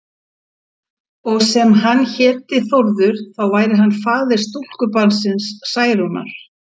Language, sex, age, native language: Icelandic, female, 50-59, Icelandic